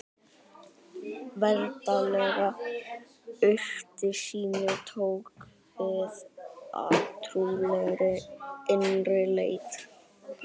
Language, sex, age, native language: Icelandic, female, 60-69, Icelandic